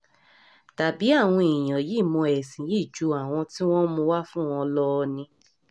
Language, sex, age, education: Yoruba, female, 15-29, tertiary